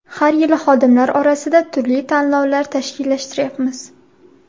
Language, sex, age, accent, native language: Uzbek, female, 18-24, Surxondaryo, Uzbek